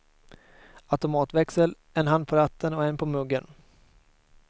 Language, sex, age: Swedish, male, 22